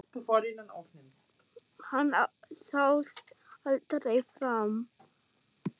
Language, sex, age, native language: Icelandic, male, 6, German